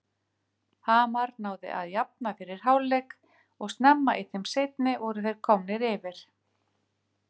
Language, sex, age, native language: Icelandic, female, 50-59, Icelandic